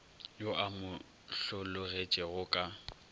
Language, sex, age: Northern Sotho, male, 22